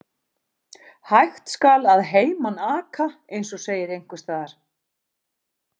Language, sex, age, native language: Icelandic, female, 40-49, Icelandic